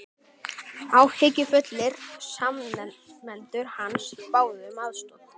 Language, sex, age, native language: Icelandic, female, 18-19, Icelandic